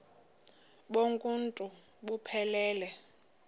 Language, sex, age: Xhosa, female, 22